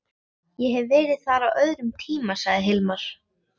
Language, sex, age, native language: Icelandic, female, 11, Icelandic